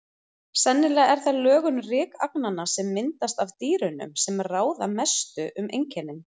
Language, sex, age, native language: Icelandic, female, 30-39, Icelandic